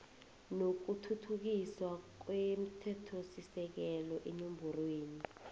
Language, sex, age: South Ndebele, female, 20